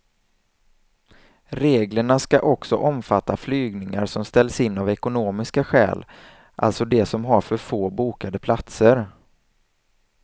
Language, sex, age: Swedish, male, 27